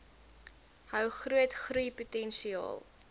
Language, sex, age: Afrikaans, female, 23